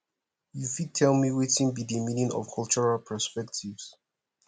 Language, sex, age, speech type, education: Nigerian Pidgin, male, 15-29, spontaneous, secondary